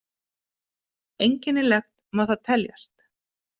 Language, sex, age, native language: Icelandic, female, 50-59, Icelandic